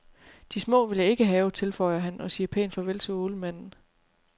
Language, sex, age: Danish, female, 30